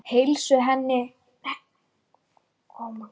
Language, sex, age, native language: Icelandic, male, 9, Icelandic